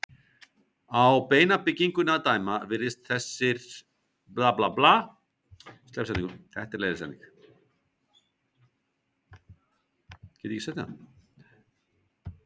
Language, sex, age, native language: Icelandic, male, 50-59, Icelandic